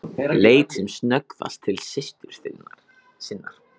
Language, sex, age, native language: Icelandic, male, 14, Icelandic